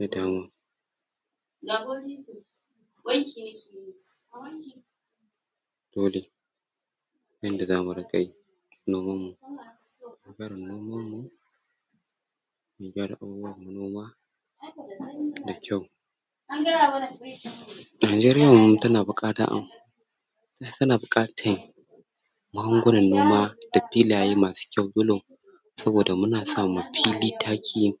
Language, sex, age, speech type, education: Hausa, male, 46-60, spontaneous, tertiary